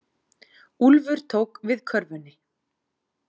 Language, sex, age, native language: Icelandic, female, 40-49, Icelandic